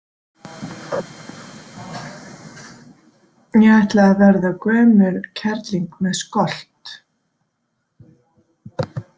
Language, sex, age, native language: Icelandic, female, 40-49, Icelandic